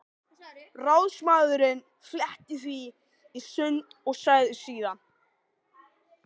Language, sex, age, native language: Icelandic, male, 13, Icelandic